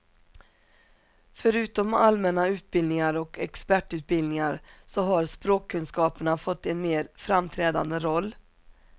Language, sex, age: Swedish, female, 47